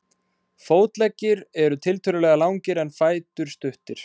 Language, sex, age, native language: Icelandic, male, 20-29, Icelandic